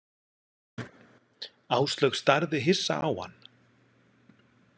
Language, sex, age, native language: Icelandic, male, 40-49, Icelandic